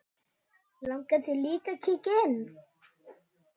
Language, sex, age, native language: Icelandic, male, 9, Icelandic